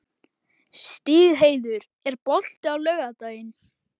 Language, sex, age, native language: Icelandic, male, 11, Icelandic